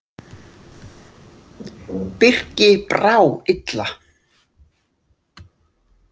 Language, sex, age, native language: Icelandic, female, 60-69, Icelandic